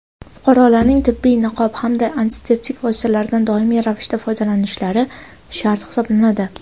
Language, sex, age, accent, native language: Uzbek, female, 18-24, Andijon, Uzbek